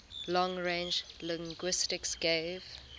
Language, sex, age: English, female, 20